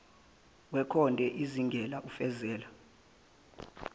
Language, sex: Zulu, male